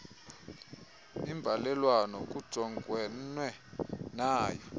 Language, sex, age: Xhosa, male, 24